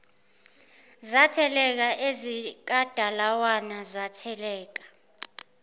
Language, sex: Zulu, female